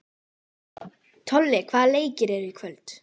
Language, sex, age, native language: Icelandic, female, 12, Icelandic